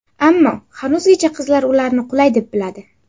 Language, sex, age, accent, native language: Uzbek, female, under 19, Jizzax, Uzbek